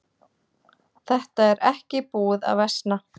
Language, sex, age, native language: Icelandic, female, 40-49, Icelandic